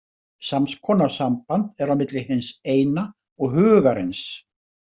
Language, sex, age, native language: Icelandic, male, 70-79, Icelandic